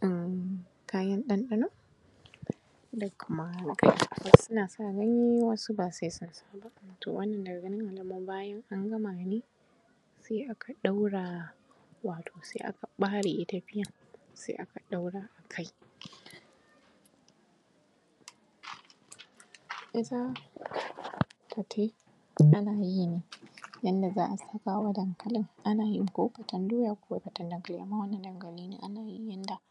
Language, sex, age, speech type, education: Hausa, female, 15-29, spontaneous, primary